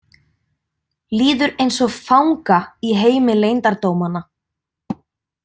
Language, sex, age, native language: Icelandic, female, 20-29, Icelandic